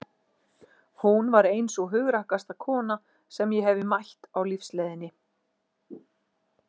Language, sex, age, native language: Icelandic, female, 40-49, Icelandic